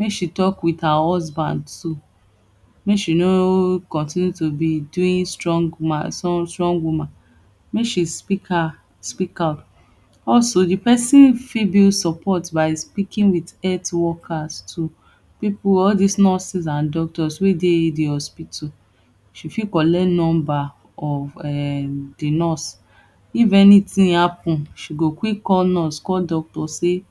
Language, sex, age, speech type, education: Nigerian Pidgin, female, 30-45, spontaneous, tertiary